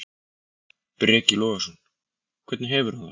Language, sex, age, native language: Icelandic, male, 40-49, Icelandic